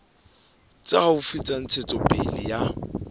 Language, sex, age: Southern Sotho, male, 26